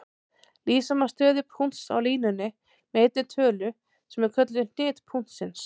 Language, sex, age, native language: Icelandic, female, 30-39, Icelandic